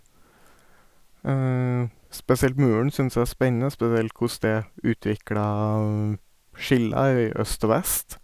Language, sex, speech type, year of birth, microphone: Norwegian, male, spontaneous, 1989, Sennheiser